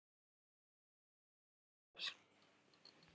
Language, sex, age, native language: Icelandic, female, 9, Icelandic